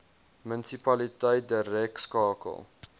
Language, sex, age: Afrikaans, male, 21